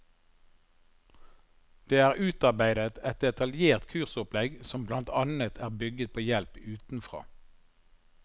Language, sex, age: Norwegian, male, 51